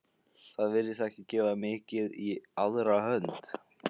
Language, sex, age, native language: Icelandic, male, 15, Icelandic